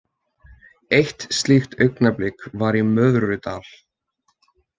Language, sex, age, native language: Icelandic, male, 20-29, Icelandic